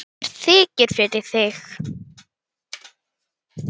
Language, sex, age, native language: Icelandic, male, 10, Icelandic